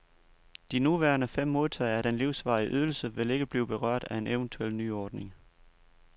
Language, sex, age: Danish, male, 29